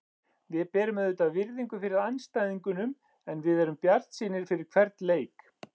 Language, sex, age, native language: Icelandic, male, 40-49, Icelandic